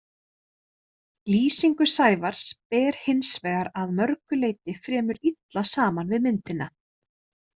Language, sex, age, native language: Icelandic, female, 30-39, Icelandic